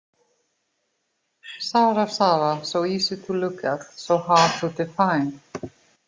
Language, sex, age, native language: Icelandic, female, 60-69, Icelandic